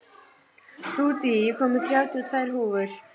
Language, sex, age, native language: Icelandic, female, 12, Icelandic